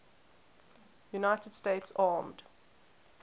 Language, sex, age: English, female, 18